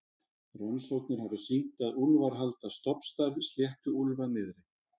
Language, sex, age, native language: Icelandic, male, 30-39, Icelandic